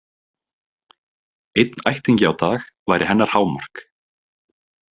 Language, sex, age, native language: Icelandic, male, 30-39, Icelandic